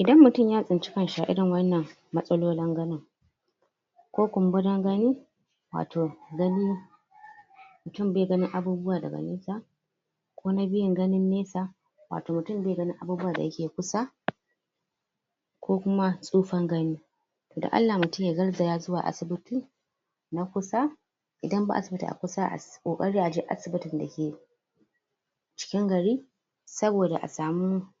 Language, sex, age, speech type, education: Hausa, female, 30-45, spontaneous, tertiary